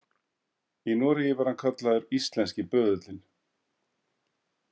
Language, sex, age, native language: Icelandic, male, 50-59, Icelandic